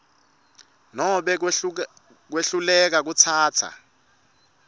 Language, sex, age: Swati, male, 25